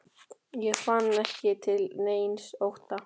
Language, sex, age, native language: Icelandic, male, 12, Icelandic